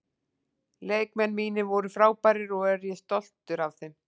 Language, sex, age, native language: Icelandic, female, 40-49, Icelandic